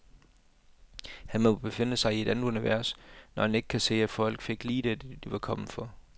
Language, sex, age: Danish, male, 28